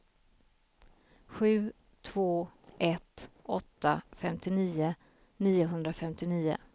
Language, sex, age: Swedish, female, 33